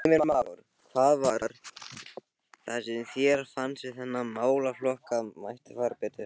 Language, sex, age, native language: Icelandic, male, 18-19, Icelandic